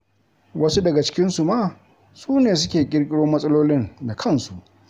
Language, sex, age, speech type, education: Hausa, male, 60+, read, tertiary